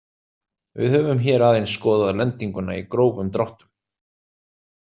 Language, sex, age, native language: Icelandic, male, 30-39, Icelandic